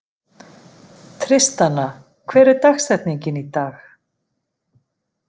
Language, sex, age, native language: Icelandic, female, 50-59, Icelandic